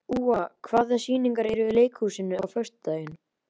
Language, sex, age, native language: Icelandic, male, 11, Icelandic